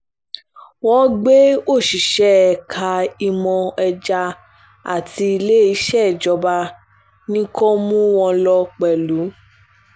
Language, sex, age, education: Yoruba, female, 15-29, tertiary